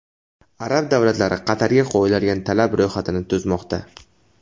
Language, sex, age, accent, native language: Uzbek, male, 18-24, Toshkent viloyati, Uzbek